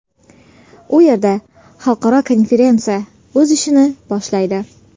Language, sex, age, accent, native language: Uzbek, female, 18-24, Sirdaryo, Uzbek